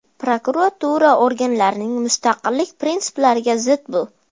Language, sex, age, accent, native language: Uzbek, female, 12-17, Farg'ona, Uzbek